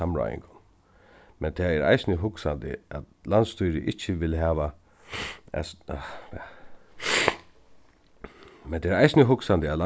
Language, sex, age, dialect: Faroese, male, 36-60, Suðuroy